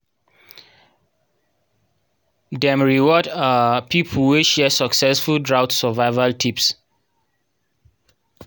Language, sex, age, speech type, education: Nigerian Pidgin, male, 30-45, spontaneous, tertiary